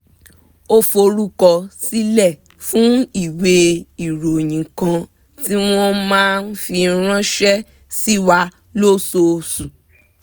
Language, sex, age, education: Yoruba, female, 15-29, tertiary